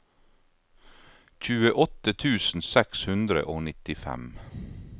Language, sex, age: Norwegian, male, 52